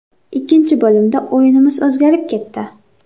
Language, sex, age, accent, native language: Uzbek, female, 18-24, Xorazm, Uzbek